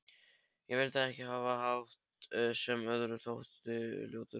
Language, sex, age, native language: Icelandic, male, 13, Polish